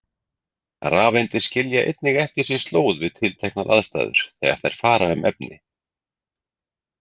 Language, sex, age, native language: Icelandic, male, 40-49, Icelandic